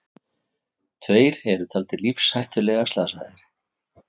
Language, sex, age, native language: Icelandic, male, 50-59, Icelandic